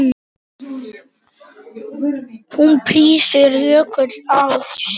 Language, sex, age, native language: Icelandic, male, 9, Icelandic